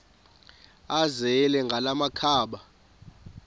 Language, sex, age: Xhosa, female, 28